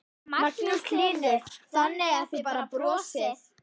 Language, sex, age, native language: Icelandic, female, 11, Icelandic